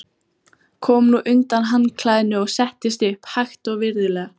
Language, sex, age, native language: Icelandic, female, 14, Icelandic